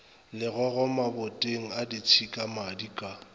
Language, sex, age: Northern Sotho, male, 25